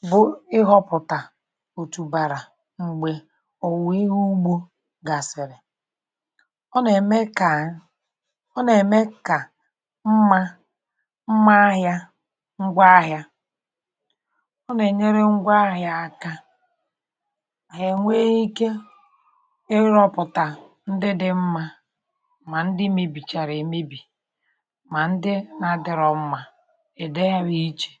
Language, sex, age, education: Igbo, male, 30-45, tertiary